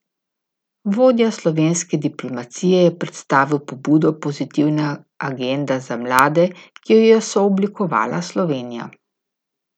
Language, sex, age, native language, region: Slovenian, female, 50-59, Slovenian, Gorica region